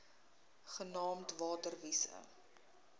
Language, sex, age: Afrikaans, female, 21